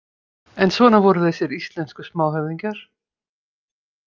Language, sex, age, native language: Icelandic, female, 50-59, Icelandic